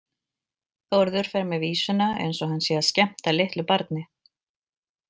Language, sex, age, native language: Icelandic, female, 40-49, Icelandic